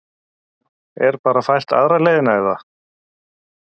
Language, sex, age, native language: Icelandic, male, 50-59, Icelandic